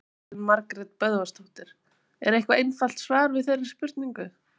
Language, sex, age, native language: Icelandic, female, 20-29, Icelandic